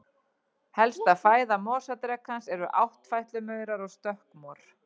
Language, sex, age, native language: Icelandic, female, 40-49, Icelandic